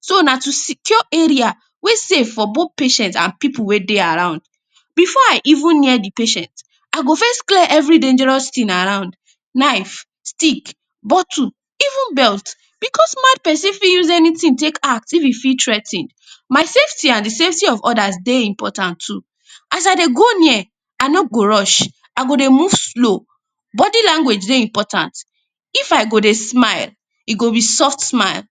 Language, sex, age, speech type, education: Nigerian Pidgin, female, 15-29, spontaneous, tertiary